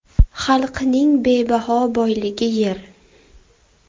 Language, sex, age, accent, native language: Uzbek, female, 19-29, Farg'ona, Uzbek